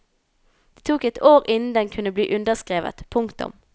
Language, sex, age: Norwegian, female, 19